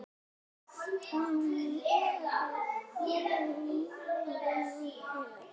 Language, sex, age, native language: Icelandic, female, 8, Icelandic